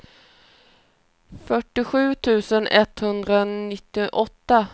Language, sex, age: Swedish, female, 28